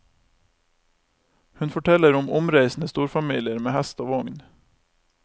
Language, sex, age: Norwegian, male, 28